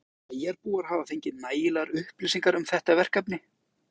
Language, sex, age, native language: Icelandic, male, 20-29, Icelandic